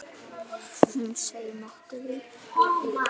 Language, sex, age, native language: Icelandic, female, 8, Icelandic